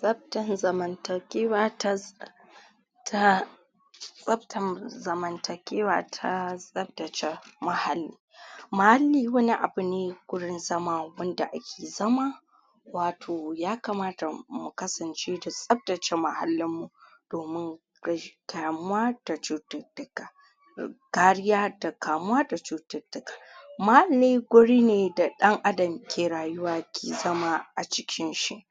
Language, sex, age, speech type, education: Hausa, female, 46-60, spontaneous, tertiary